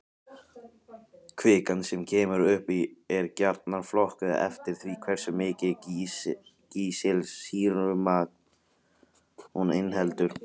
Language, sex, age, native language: Icelandic, male, 18-19, Icelandic